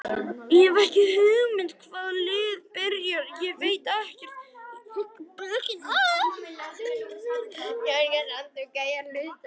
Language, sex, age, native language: Icelandic, female, 50-59, Icelandic